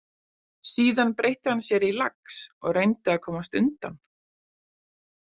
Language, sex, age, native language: Icelandic, female, 40-49, Icelandic